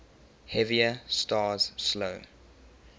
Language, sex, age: English, male, 23